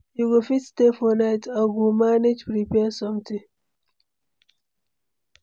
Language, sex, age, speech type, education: Nigerian Pidgin, female, 15-29, read, tertiary